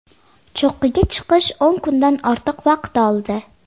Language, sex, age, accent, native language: Uzbek, female, 12-17, Farg'ona, Uzbek